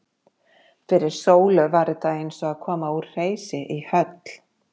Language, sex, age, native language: Icelandic, female, 50-59, Icelandic